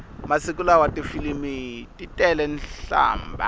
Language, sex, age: Tsonga, male, 25